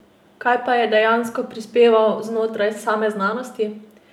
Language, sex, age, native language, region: Slovenian, female, 18-29, Slovenian, Savinja region